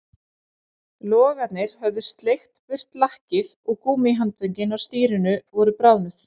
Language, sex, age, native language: Icelandic, female, 40-49, Icelandic